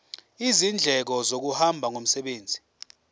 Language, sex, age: Zulu, male, 24